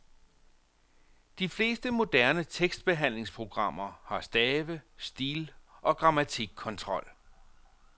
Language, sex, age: Danish, male, 45